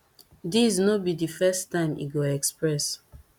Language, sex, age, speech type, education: Nigerian Pidgin, female, 15-29, spontaneous, tertiary